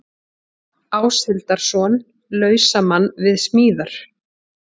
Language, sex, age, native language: Icelandic, female, 40-49, Icelandic